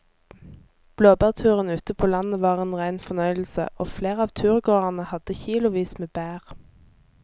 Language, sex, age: Norwegian, female, 24